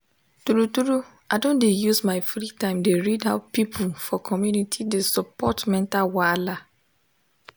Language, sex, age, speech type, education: Nigerian Pidgin, female, 15-29, spontaneous, tertiary